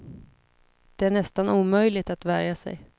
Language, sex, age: Swedish, female, 26